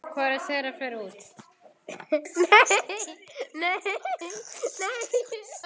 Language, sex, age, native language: Icelandic, male, 9, Icelandic